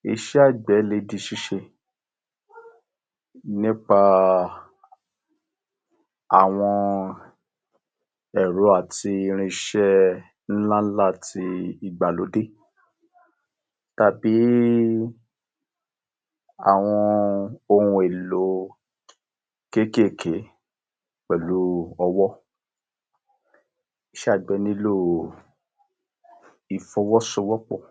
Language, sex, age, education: Yoruba, male, 60+, tertiary